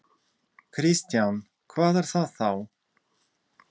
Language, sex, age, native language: Icelandic, male, 30-39, Russian